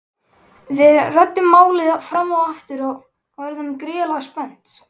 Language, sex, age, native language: Icelandic, male, 11, Icelandic